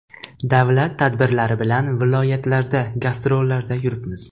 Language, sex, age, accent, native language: Uzbek, male, 18-24, Toshkent viloyati, Uzbek